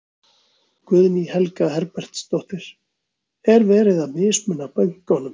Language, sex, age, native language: Icelandic, male, 40-49, Icelandic